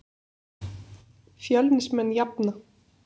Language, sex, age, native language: Icelandic, female, 30-39, Icelandic